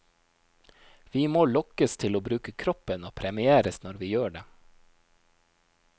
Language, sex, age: Norwegian, male, 29